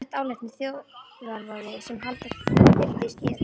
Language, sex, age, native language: Icelandic, female, 11, Icelandic